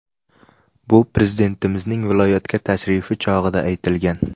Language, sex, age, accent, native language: Uzbek, male, 18-24, Namangan, Uzbek